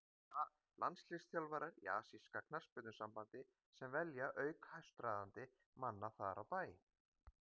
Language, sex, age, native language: Icelandic, male, 50-59, Icelandic